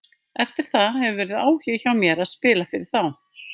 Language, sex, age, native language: Icelandic, female, 50-59, Icelandic